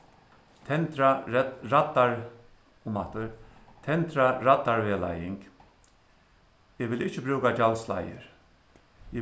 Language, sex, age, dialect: Faroese, male, 61+, Suðuroy